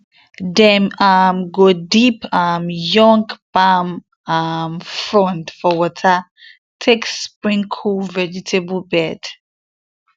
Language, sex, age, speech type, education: Nigerian Pidgin, female, 15-29, spontaneous, tertiary